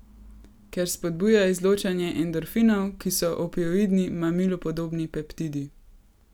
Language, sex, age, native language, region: Slovenian, female, 18-29, Slovenian, Gorenjska region